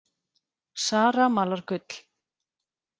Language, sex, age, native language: Icelandic, female, 40-49, Icelandic